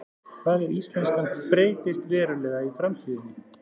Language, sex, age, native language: Icelandic, male, 40-49, Icelandic